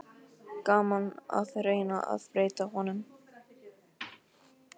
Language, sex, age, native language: Icelandic, other, 12, Icelandic